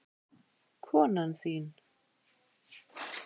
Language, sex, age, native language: Icelandic, female, 8, Icelandic